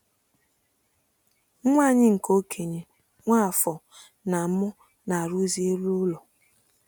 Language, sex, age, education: Igbo, female, 30-45, tertiary